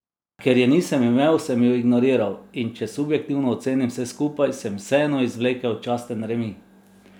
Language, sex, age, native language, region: Slovenian, male, 30-49, Slovenian, Drava region